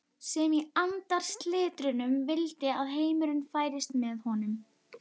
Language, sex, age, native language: Icelandic, female, 11, Icelandic